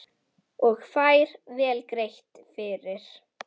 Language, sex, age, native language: Icelandic, female, 10, Icelandic